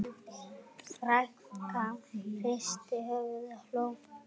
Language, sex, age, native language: Icelandic, male, 7, Icelandic